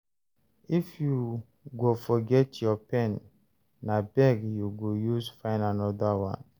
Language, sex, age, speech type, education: Nigerian Pidgin, male, 30-45, read, tertiary